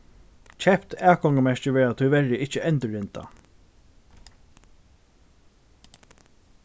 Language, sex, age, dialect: Faroese, male, 15-35, Norðurstreymoy/Eysturoy